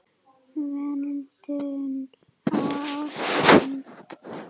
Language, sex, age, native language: Icelandic, female, 8, Icelandic